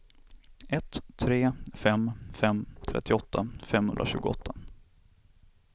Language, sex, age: Swedish, male, 27